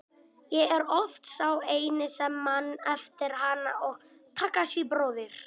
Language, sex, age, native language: Icelandic, male, 18-19, Icelandic